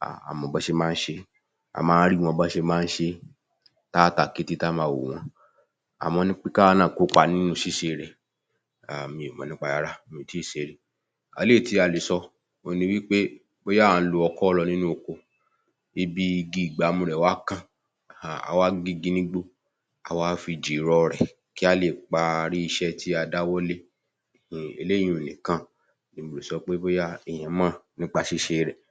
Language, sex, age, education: Yoruba, male, 30-45, tertiary